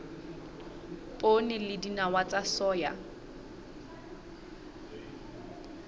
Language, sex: Southern Sotho, female